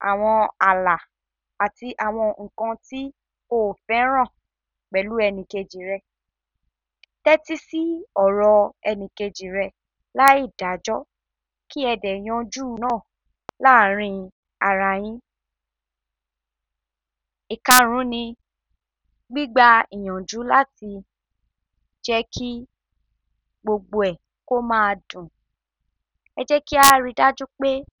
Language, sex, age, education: Yoruba, male, 46-60, tertiary